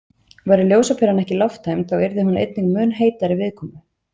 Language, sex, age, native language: Icelandic, female, 20-29, Icelandic